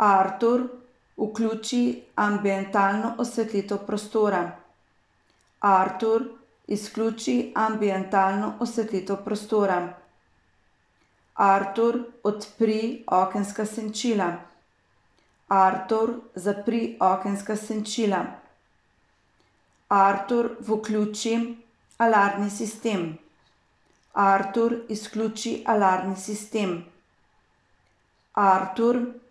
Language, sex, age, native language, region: Slovenian, female, 50-59, Slovenian, Savinja region